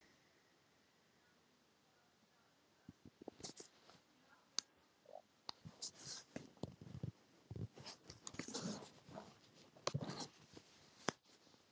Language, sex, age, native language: Icelandic, female, 50-59, Icelandic